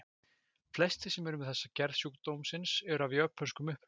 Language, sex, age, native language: Icelandic, male, 20-29, Icelandic